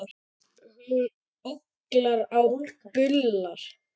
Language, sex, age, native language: Icelandic, male, 10, Icelandic